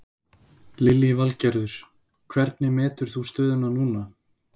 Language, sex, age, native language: Icelandic, male, 20-29, Icelandic